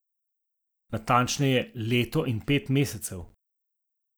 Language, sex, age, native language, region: Slovenian, male, 50-59, Slovenian, Zasavska region